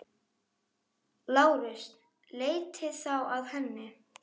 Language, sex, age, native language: Icelandic, female, 8, Icelandic